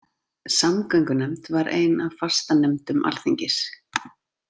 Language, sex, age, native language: Icelandic, female, 40-49, Icelandic